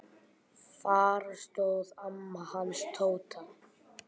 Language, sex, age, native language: Icelandic, male, 10, Icelandic